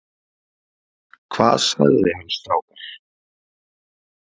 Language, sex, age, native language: Icelandic, male, 30-39, Icelandic